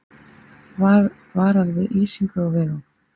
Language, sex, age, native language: Icelandic, female, 30-39, Icelandic